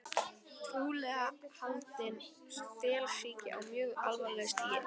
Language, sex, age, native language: Icelandic, female, 12, Icelandic